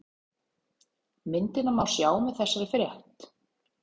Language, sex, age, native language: Icelandic, female, 30-39, Icelandic